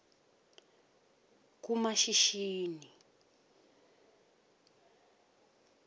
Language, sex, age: South Ndebele, female, 18